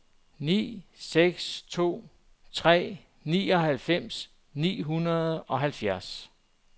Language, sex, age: Danish, male, 44